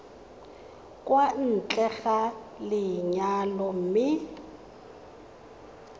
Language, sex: Tswana, female